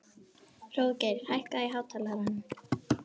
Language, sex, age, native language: Icelandic, female, 12, Icelandic